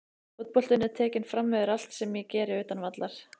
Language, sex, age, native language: Icelandic, female, 30-39, Icelandic